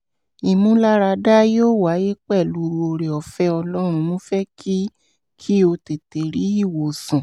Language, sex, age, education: Yoruba, female, 30-45, tertiary